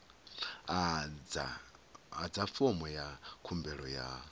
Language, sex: Venda, male